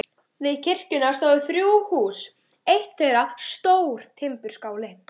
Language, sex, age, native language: Icelandic, female, 12, Icelandic